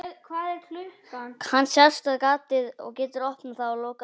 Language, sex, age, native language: Icelandic, male, 18-19, Icelandic